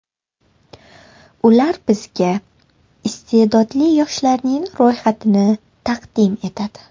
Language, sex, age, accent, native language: Uzbek, female, 18-24, Toshkent shahri, Uzbek